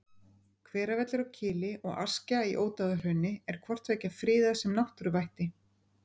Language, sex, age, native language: Icelandic, female, 50-59, Icelandic